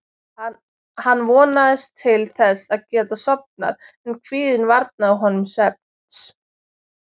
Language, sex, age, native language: Icelandic, female, 20-29, Icelandic